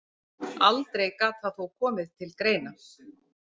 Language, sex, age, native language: Icelandic, female, 40-49, Icelandic